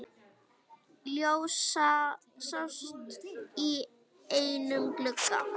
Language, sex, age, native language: Icelandic, female, 9, Icelandic